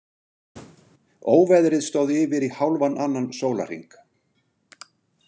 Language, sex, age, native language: Icelandic, male, 60-69, Icelandic